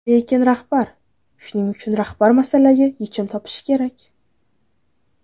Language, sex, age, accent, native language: Uzbek, female, 19-29, Navoiy, Uzbek